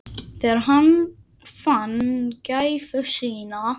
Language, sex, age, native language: Icelandic, male, 10, Icelandic